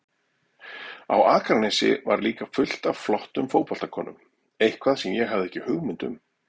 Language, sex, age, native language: Icelandic, male, 40-49, Icelandic